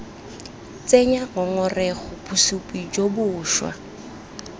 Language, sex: Tswana, female